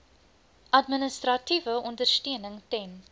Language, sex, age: Afrikaans, female, 20